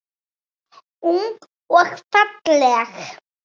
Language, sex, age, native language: Icelandic, female, 7, Icelandic